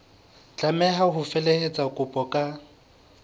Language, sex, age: Southern Sotho, male, 22